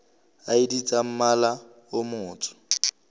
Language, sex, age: Southern Sotho, male, 26